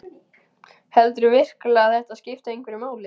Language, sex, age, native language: Icelandic, male, 12, Icelandic